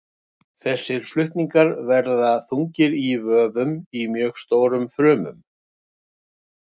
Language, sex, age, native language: Icelandic, male, 60-69, Icelandic